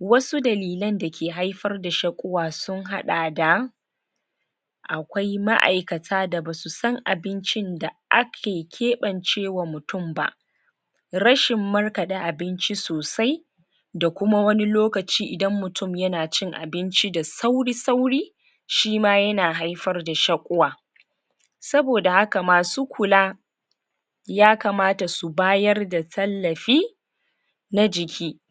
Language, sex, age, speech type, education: Hausa, female, 30-45, spontaneous, tertiary